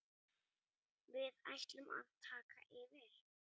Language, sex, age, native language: Icelandic, female, 8, Icelandic